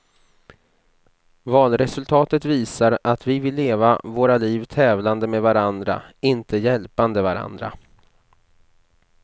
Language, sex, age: Swedish, male, 29